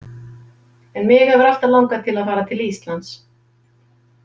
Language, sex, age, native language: Icelandic, female, 50-59, Icelandic